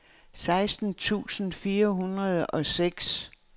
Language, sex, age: Danish, female, 69